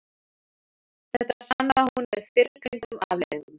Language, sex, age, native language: Icelandic, female, 40-49, Icelandic